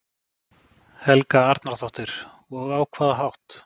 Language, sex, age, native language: Icelandic, male, 40-49, Icelandic